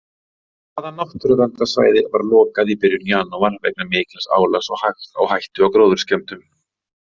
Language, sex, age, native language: Icelandic, male, 30-39, Icelandic